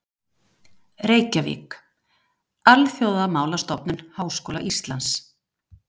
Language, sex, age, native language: Icelandic, female, 50-59, Icelandic